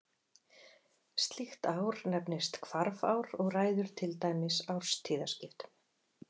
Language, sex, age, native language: Icelandic, female, 40-49, Icelandic